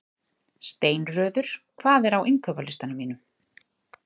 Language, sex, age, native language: Icelandic, female, 30-39, Icelandic